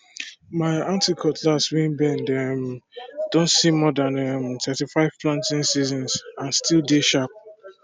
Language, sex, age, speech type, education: Nigerian Pidgin, male, 15-29, spontaneous, tertiary